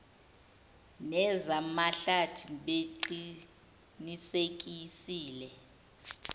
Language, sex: Zulu, female